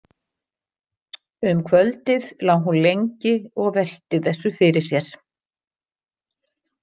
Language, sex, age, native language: Icelandic, female, 60-69, Icelandic